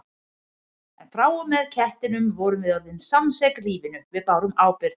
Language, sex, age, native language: Icelandic, female, 50-59, Icelandic